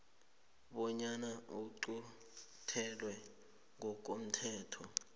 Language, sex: South Ndebele, male